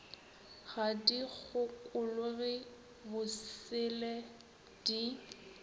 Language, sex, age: Northern Sotho, female, 21